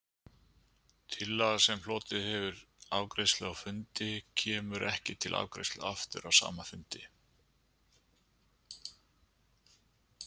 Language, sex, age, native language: Icelandic, male, 50-59, Icelandic